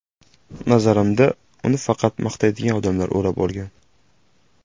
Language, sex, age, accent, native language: Uzbek, male, 18-24, Jizzax, Uzbek